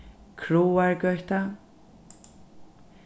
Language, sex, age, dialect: Faroese, female, 36-60, Norðurstreymoy/Eysturoy